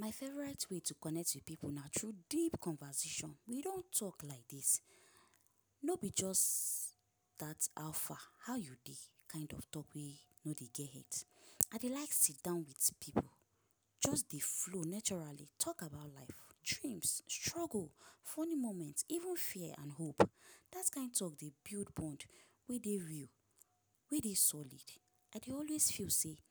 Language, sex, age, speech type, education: Nigerian Pidgin, female, 15-29, spontaneous, tertiary